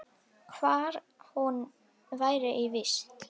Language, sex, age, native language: Icelandic, female, 10, Icelandic